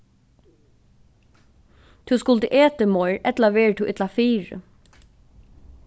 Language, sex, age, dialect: Faroese, female, 15-35, Norðuroyggjar